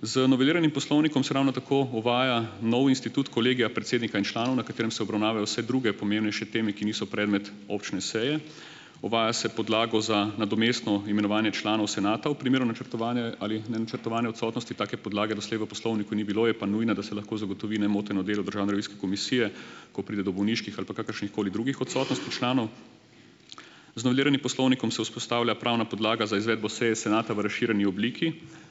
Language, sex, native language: Slovenian, male, Slovenian